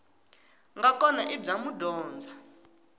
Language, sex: Tsonga, female